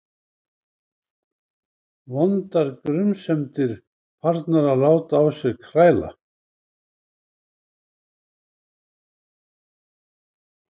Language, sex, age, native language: Icelandic, male, 70-79, Icelandic